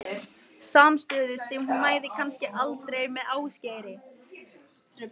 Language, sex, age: Icelandic, female, 18-19